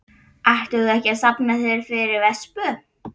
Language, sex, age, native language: Icelandic, female, 11, Icelandic